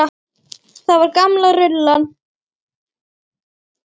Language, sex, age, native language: Icelandic, female, 10, Icelandic